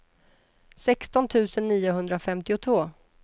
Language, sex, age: Swedish, female, 33